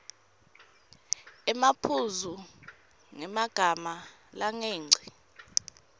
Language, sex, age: Swati, female, 23